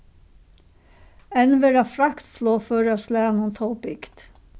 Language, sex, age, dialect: Faroese, female, 61+, Suðurstreymoy